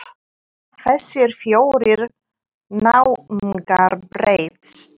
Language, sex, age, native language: Icelandic, female, 9, Icelandic